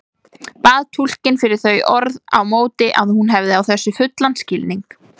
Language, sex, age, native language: Icelandic, female, 20-29, Icelandic